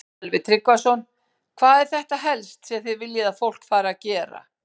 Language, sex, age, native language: Icelandic, female, 50-59, Icelandic